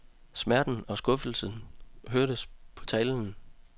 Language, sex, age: Danish, male, 30